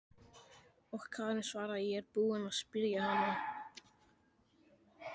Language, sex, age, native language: Icelandic, male, 13, Icelandic